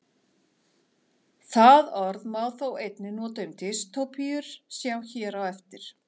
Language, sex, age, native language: Icelandic, female, 40-49, Icelandic